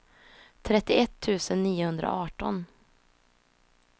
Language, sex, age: Swedish, female, 26